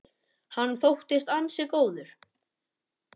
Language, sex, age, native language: Icelandic, male, 10, Icelandic